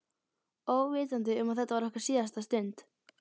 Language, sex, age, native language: Icelandic, female, 12, Icelandic